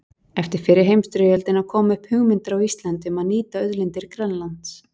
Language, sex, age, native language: Icelandic, female, 40-49, Icelandic